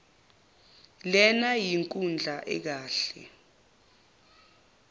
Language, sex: Zulu, male